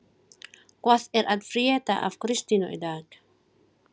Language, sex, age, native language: Icelandic, female, 40-49, Filipino